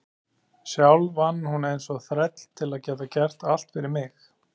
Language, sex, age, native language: Icelandic, male, 30-39, Icelandic